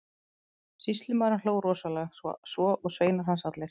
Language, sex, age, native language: Icelandic, female, 30-39, Icelandic